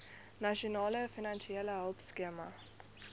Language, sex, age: Afrikaans, female, 21